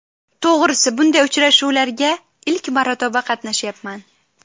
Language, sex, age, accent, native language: Uzbek, female, 18-24, Qashqadaryo, Uzbek